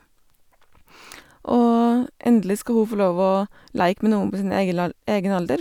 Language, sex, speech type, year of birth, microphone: Norwegian, female, spontaneous, 1985, Sennheiser